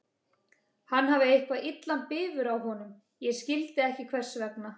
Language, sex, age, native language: Icelandic, female, 30-39, Icelandic